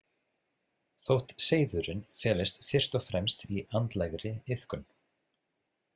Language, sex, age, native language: Icelandic, male, 30-39, Icelandic